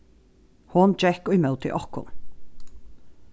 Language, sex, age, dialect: Faroese, female, 36-60, Norðuroyggjar